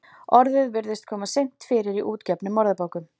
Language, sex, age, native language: Icelandic, female, 40-49, Icelandic